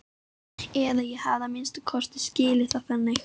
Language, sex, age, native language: Icelandic, female, 12, Icelandic